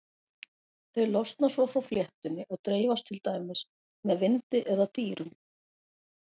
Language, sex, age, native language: Icelandic, female, 40-49, Icelandic